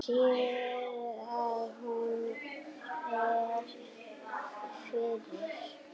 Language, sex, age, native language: Icelandic, female, 8, Icelandic